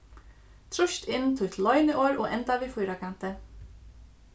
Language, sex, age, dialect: Faroese, female, 15-35, Suðurstreymoy